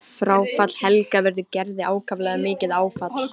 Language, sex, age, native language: Icelandic, female, 14, Icelandic